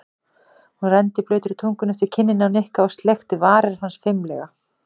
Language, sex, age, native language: Icelandic, female, 40-49, Icelandic